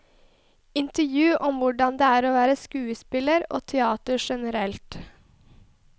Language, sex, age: Norwegian, female, 21